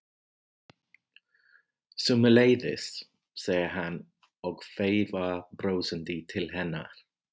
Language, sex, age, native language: Icelandic, male, 40-49, English